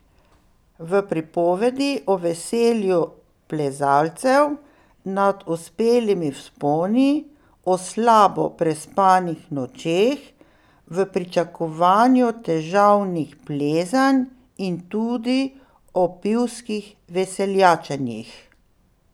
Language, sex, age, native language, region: Slovenian, female, 60+, Slovenian, Pomurje region